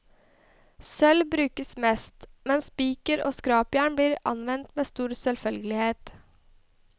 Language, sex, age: Norwegian, female, 21